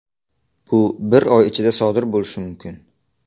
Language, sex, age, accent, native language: Uzbek, male, under 19, Navoiy, Uzbek